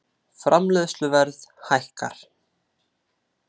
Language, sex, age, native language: Icelandic, male, 30-39, Icelandic